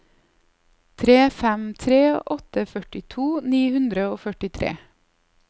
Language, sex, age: Norwegian, female, 30